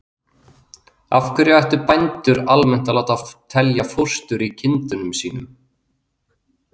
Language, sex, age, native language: Icelandic, male, 30-39, Icelandic